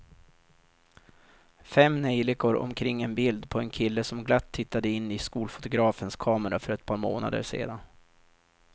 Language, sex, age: Swedish, male, 32